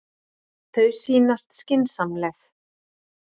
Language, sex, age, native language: Icelandic, female, 40-49, Icelandic